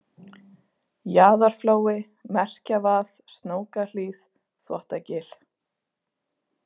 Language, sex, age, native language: Icelandic, female, 20-29, Icelandic